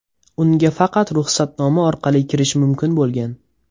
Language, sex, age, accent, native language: Uzbek, male, 18-24, Toshkent viloyati, Uzbek